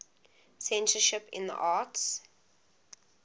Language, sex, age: English, female, 20